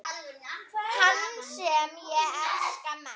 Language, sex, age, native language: Icelandic, female, 9, Icelandic